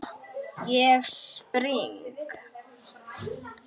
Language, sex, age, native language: Icelandic, female, 10, Icelandic